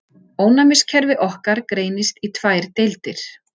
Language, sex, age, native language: Icelandic, female, 40-49, Icelandic